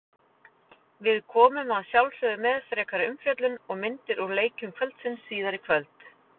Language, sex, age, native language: Icelandic, female, 40-49, Icelandic